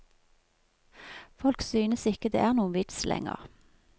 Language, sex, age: Norwegian, female, 46